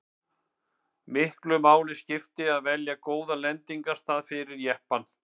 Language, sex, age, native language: Icelandic, male, 50-59, Icelandic